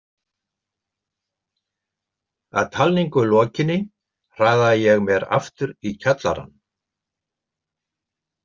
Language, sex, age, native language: Icelandic, male, 70-79, Icelandic